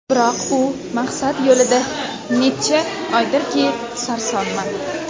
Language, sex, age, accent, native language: Uzbek, female, under 19, Toshkent viloyati, Uzbek